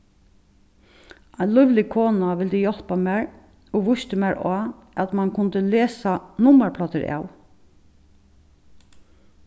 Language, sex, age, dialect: Faroese, female, 36-60, Suðurstreymoy